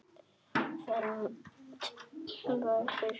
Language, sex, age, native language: Icelandic, other, 9, Icelandic